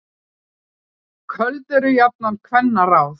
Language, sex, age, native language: Icelandic, female, 9, Icelandic